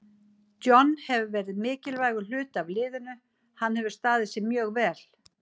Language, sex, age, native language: Icelandic, female, 50-59, Icelandic